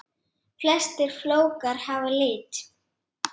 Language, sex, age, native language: Icelandic, female, 8, Icelandic